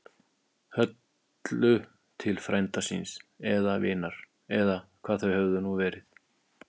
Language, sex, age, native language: Icelandic, male, 50-59, Icelandic